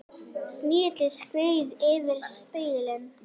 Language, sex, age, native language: Icelandic, female, 11, Icelandic